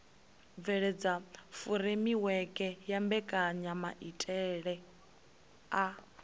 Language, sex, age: Venda, female, 20